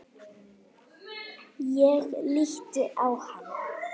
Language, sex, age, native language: Icelandic, female, 9, Icelandic